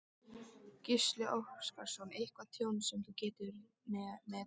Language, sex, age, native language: Icelandic, female, 13, Icelandic